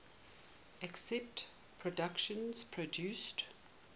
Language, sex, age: English, female, 18